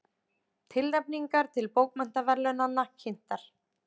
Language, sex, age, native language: Icelandic, female, 30-39, Icelandic